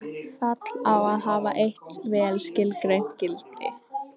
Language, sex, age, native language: Icelandic, female, 18-19, Icelandic